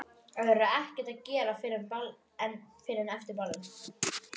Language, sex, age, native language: Icelandic, female, 11, Icelandic